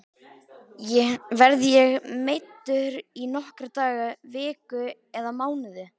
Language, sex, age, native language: Icelandic, male, 13, Icelandic